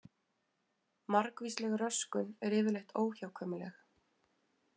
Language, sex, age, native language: Icelandic, female, 20-29, Icelandic